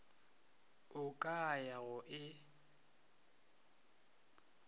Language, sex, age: Northern Sotho, male, 23